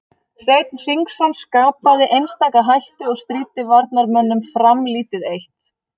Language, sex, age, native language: Icelandic, female, 30-39, Icelandic